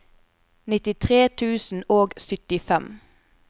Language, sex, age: Norwegian, female, 24